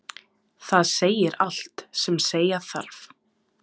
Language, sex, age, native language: Icelandic, female, 20-29, Serbo-Croatian